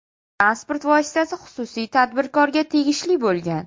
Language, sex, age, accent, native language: Uzbek, female, 18-24, Sirdaryo, Uzbek